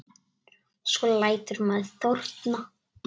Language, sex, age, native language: Icelandic, female, 9, Icelandic